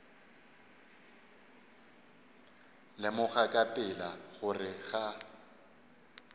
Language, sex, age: Northern Sotho, male, 35